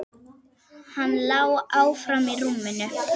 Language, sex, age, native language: Icelandic, female, 8, Icelandic